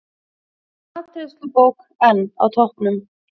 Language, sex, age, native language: Icelandic, female, 30-39, Icelandic